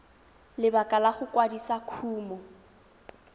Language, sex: Tswana, female